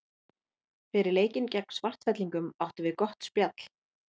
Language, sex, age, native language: Icelandic, female, 30-39, Icelandic